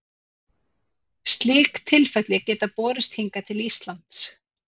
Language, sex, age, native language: Icelandic, female, 50-59, Icelandic